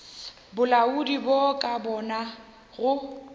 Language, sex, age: Northern Sotho, female, 21